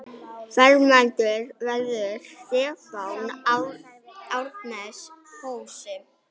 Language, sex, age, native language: Icelandic, female, 9, Icelandic